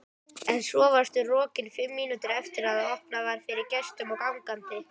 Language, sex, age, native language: Icelandic, female, 18-19, Icelandic